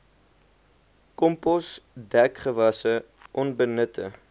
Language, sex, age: Afrikaans, male, 21